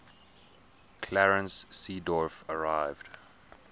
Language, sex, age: English, male, 21